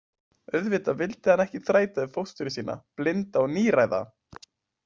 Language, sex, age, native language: Icelandic, male, 20-29, Icelandic